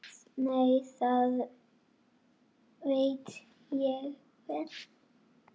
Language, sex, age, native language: Icelandic, female, 8, Icelandic